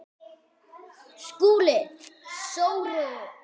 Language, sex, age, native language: Icelandic, male, 8, Icelandic